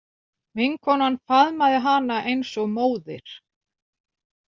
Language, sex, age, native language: Icelandic, female, 40-49, Icelandic